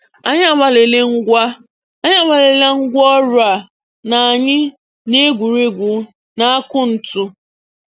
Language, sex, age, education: Igbo, female, 15-29, tertiary